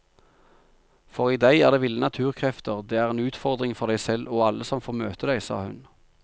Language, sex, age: Norwegian, male, 45